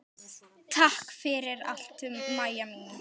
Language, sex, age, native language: Icelandic, female, 10, Icelandic